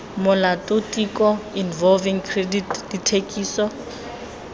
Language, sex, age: Tswana, female, 20